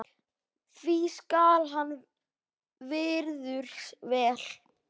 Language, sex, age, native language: Icelandic, male, 9, Icelandic